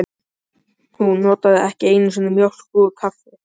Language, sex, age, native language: Icelandic, male, 12, Icelandic